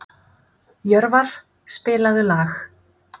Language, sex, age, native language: Icelandic, female, 30-39, Icelandic